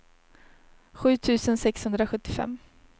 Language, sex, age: Swedish, female, 30